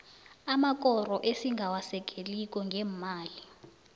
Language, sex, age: South Ndebele, female, 19